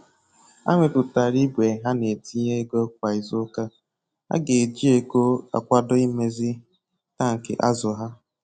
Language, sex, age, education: Igbo, male, 15-29, tertiary